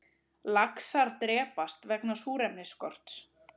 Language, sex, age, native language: Icelandic, female, 30-39, Icelandic